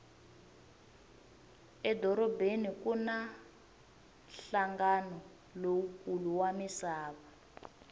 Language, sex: Tsonga, female